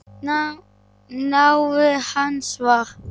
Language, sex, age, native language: Icelandic, male, 8, Icelandic